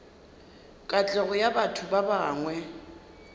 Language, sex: Northern Sotho, female